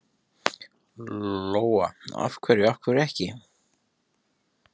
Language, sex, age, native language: Icelandic, male, 30-39, Icelandic